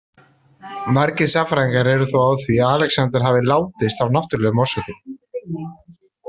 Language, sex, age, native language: Icelandic, male, 30-39, Icelandic